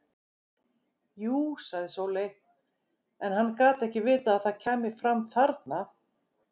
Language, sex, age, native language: Icelandic, female, 50-59, Icelandic